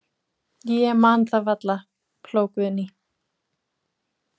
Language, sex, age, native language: Icelandic, female, 20-29, Icelandic